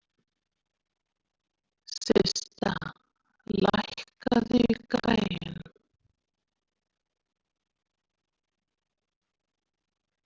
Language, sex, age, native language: Icelandic, female, 40-49, Icelandic